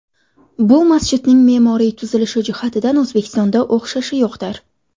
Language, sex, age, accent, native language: Uzbek, female, under 19, Buxoro, Uzbek